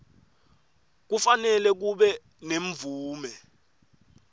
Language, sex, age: Swati, male, 18